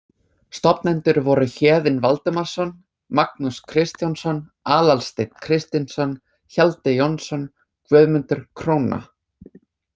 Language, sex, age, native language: Icelandic, other, 20-29, English